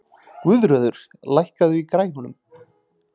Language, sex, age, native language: Icelandic, male, 30-39, Icelandic